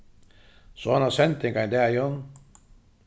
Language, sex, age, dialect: Faroese, male, 36-60, Suðuroy